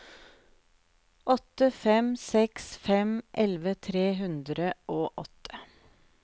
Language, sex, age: Norwegian, female, 48